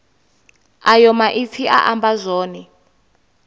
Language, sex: Venda, female